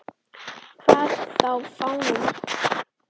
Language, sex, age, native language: Icelandic, female, 10, Icelandic